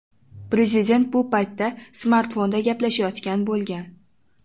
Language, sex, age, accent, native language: Uzbek, female, 12-17, Toshkent shahri, Uzbek